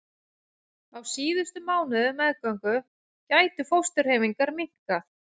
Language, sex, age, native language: Icelandic, female, 40-49, Icelandic